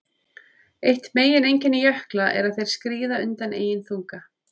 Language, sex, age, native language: Icelandic, female, 30-39, Icelandic